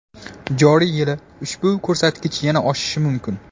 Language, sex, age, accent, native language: Uzbek, male, 18-24, Namangan, Uzbek